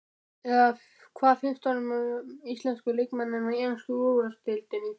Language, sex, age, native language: Icelandic, male, 12, Icelandic